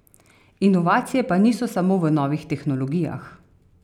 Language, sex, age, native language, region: Slovenian, female, 30-49, Slovenian, Carinthia region